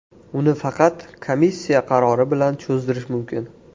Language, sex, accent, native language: Uzbek, male, Andijon, Uzbek